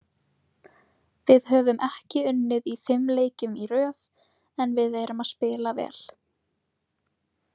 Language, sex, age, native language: Icelandic, female, 20-29, Icelandic